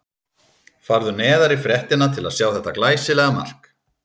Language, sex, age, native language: Icelandic, male, 30-39, Icelandic